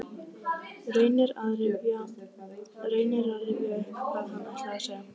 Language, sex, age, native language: Icelandic, female, 15, Icelandic